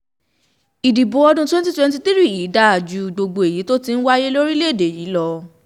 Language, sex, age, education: Yoruba, female, 15-29, tertiary